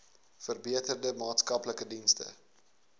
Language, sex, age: Afrikaans, male, 19